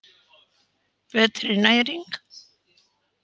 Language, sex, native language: Icelandic, female, Icelandic